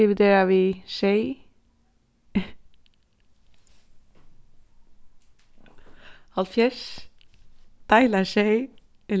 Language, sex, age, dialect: Faroese, female, 15-35, Suðurstreymoy